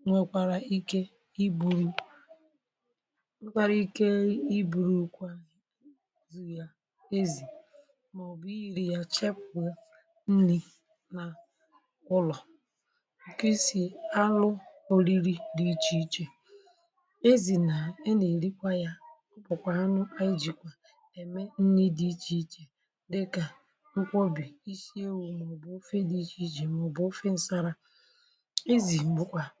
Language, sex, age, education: Igbo, male, 30-45, tertiary